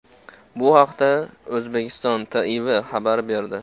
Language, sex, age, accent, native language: Uzbek, male, 18-24, Farg'ona, Uzbek